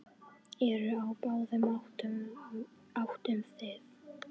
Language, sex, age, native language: Icelandic, female, 9, Icelandic